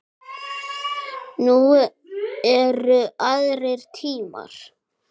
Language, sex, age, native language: Icelandic, male, 7, Icelandic